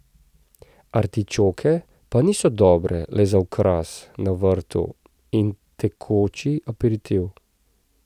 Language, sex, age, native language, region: Slovenian, male, 30-49, Slovenian, Central Slovenia